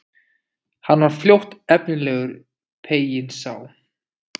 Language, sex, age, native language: Icelandic, male, 20-29, Icelandic